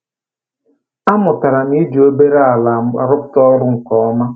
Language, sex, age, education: Igbo, male, 15-29, tertiary